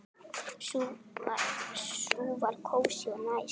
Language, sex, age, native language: Icelandic, female, 9, Icelandic